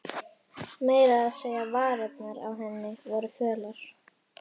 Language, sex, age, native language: Icelandic, female, 11, Icelandic